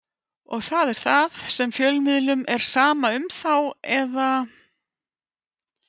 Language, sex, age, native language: Icelandic, female, 50-59, Icelandic